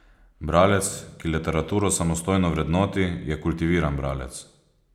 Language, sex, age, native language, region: Slovenian, male, 30-49, Slovenian, Posavska region